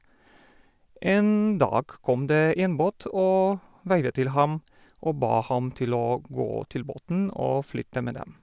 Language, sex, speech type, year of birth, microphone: Norwegian, male, spontaneous, 1973, Sennheiser